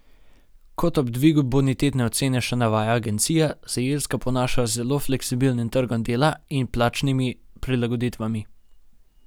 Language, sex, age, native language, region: Slovenian, male, 18-29, Slovenian, Gorenjska region